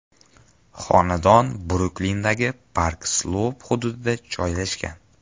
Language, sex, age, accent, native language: Uzbek, male, 12-17, Sirdaryo, Uzbek